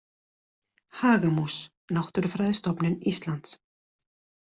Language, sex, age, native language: Icelandic, female, 40-49, Icelandic